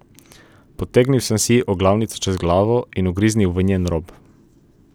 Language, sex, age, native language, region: Slovenian, male, 18-29, Slovenian, Coastal Karst region